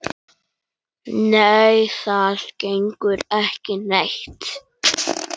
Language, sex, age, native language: Icelandic, male, 9, Icelandic